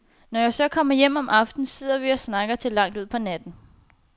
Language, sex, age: Danish, female, 21